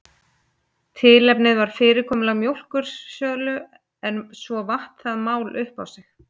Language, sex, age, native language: Icelandic, female, 30-39, Icelandic